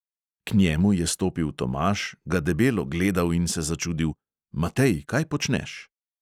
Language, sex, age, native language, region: Slovenian, male, 30-49, Slovenian, Central Slovenia